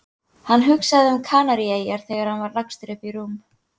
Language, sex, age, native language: Icelandic, female, 18-19, Icelandic